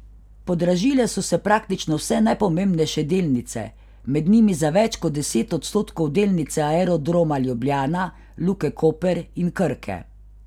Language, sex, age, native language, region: Slovenian, female, 50-59, Slovenian, Carinthia region